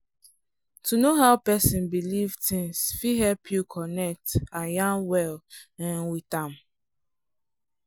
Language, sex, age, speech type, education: Nigerian Pidgin, female, 15-29, spontaneous, tertiary